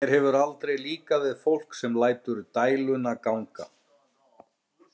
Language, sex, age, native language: Icelandic, male, 30-39, Icelandic